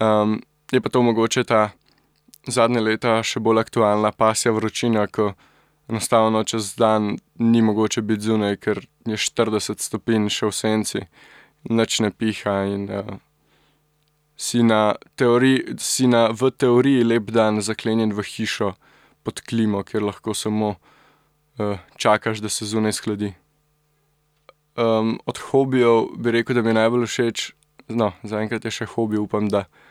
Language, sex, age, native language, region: Slovenian, male, 18-29, Slovenian, Central Slovenia